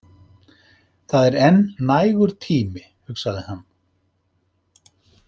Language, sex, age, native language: Icelandic, male, 50-59, Icelandic